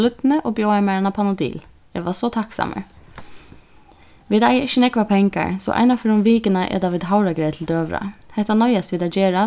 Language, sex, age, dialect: Faroese, female, 15-35, Suðurstreymoy